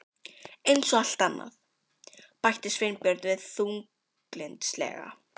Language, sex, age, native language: Icelandic, female, 12, Icelandic